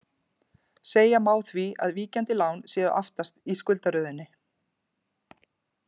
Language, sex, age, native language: Icelandic, female, 40-49, Icelandic